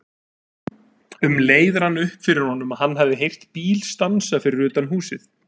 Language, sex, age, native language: Icelandic, male, 30-39, Icelandic